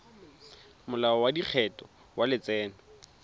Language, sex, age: Tswana, male, 22